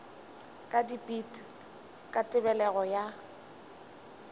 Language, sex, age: Northern Sotho, female, 20